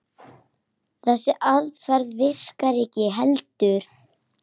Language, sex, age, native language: Icelandic, female, 8, Icelandic